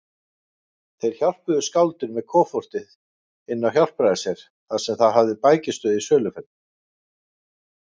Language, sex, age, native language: Icelandic, male, 50-59, Icelandic